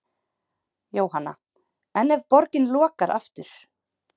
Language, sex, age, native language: Icelandic, female, 30-39, Icelandic